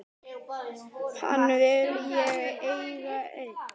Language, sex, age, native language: Icelandic, male, 10, Icelandic